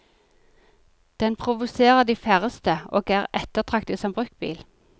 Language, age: Norwegian, 40